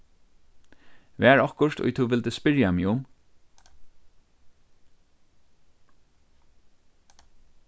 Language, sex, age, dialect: Faroese, male, 36-60, Norðurstreymoy/Eysturoy